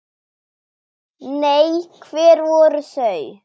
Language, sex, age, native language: Icelandic, female, 10, Icelandic